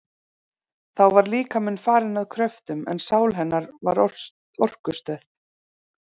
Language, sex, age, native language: Icelandic, female, 30-39, Icelandic